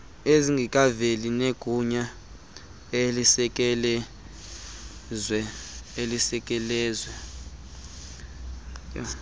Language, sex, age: Xhosa, male, 19